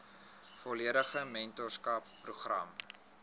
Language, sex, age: Afrikaans, male, 21